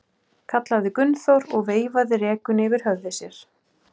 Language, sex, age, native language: Icelandic, male, 12, Icelandic